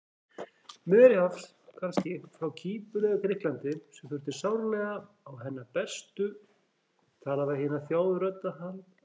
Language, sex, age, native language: Icelandic, female, 40-49, Icelandic